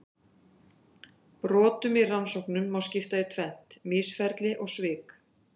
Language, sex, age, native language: Icelandic, female, 50-59, Icelandic